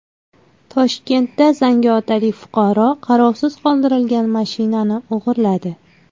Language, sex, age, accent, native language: Uzbek, female, 19-29, Farg'ona, Uzbek